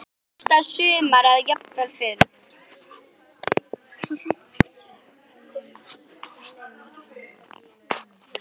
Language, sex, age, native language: Icelandic, female, 10, Icelandic